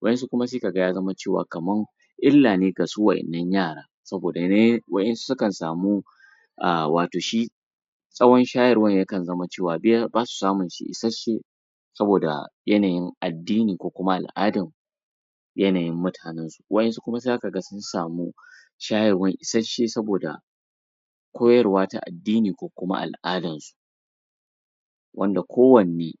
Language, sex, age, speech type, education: Hausa, male, 30-45, spontaneous, tertiary